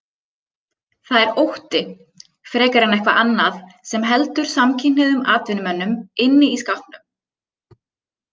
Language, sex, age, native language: Icelandic, female, 30-39, Icelandic